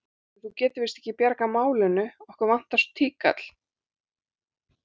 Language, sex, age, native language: Icelandic, female, 40-49, Icelandic